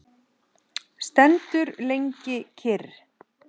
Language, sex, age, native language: Icelandic, male, 10, Icelandic